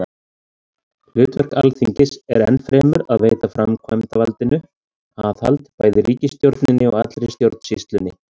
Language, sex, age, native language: Icelandic, male, 30-39, Icelandic